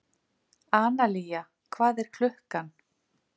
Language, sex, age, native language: Icelandic, female, 50-59, Icelandic